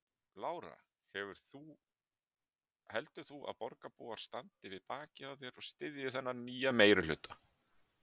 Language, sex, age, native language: Icelandic, male, 30-39, Icelandic